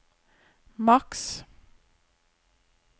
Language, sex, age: Norwegian, female, 34